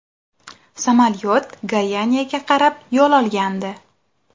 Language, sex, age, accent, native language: Uzbek, female, 19-29, Toshkent shahri, Uzbek